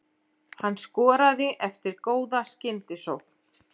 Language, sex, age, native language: Icelandic, female, 40-49, Icelandic